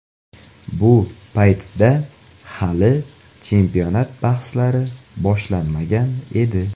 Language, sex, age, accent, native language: Uzbek, male, 18-24, Toshkent viloyati, Uzbek